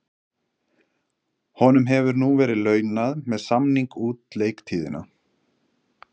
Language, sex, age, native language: Icelandic, male, 20-29, Icelandic